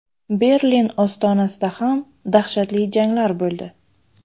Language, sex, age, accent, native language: Uzbek, female, 25-34, Buxoro, Uzbek